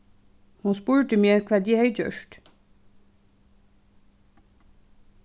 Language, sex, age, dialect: Faroese, female, 15-35, Suðuroy